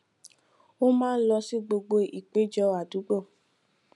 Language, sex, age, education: Yoruba, female, 15-29, tertiary